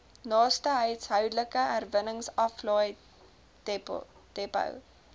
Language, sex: Afrikaans, female